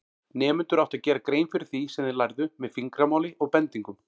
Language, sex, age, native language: Icelandic, male, 40-49, Icelandic